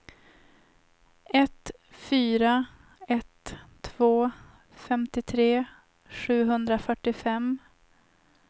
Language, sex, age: Swedish, female, 25